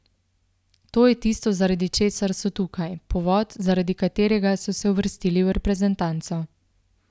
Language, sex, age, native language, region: Slovenian, female, 18-29, Slovenian, Central Slovenia